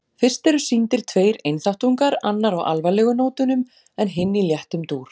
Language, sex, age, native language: Icelandic, female, 40-49, Icelandic